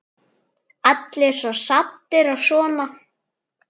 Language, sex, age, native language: Icelandic, female, 10, Icelandic